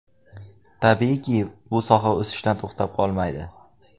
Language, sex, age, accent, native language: Uzbek, male, under 19, Andijon, Uzbek